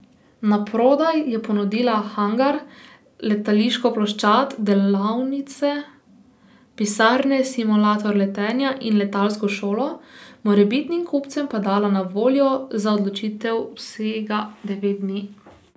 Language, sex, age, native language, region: Slovenian, female, 18-29, Slovenian, Posavska region